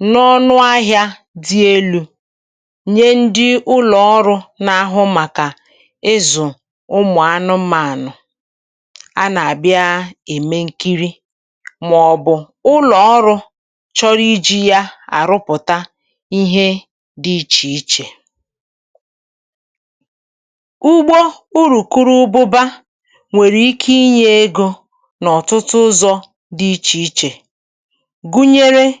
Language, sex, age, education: Igbo, female, 30-45, tertiary